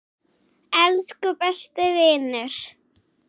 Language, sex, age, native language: Icelandic, female, 6, Icelandic